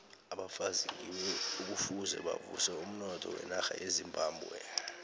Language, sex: South Ndebele, male